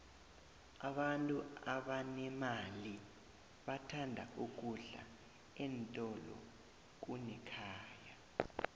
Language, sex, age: South Ndebele, male, 20